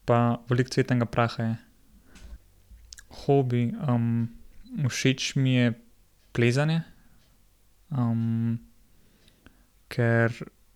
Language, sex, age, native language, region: Slovenian, male, 18-29, Slovenian, Gorenjska region